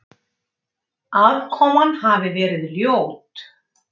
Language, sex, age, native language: Icelandic, female, 60-69, Icelandic